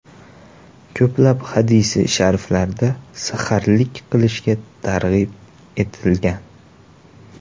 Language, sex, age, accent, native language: Uzbek, male, 18-24, Toshkent shahri, Uzbek